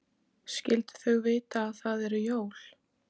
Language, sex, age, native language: Icelandic, female, 14, Icelandic